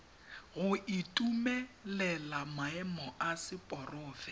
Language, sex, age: Tswana, male, 21